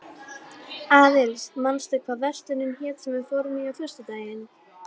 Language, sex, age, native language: Icelandic, female, 12, Icelandic